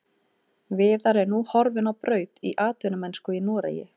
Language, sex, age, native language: Icelandic, female, 30-39, Icelandic